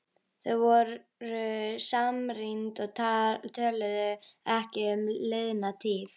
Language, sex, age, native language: Icelandic, female, 11, Icelandic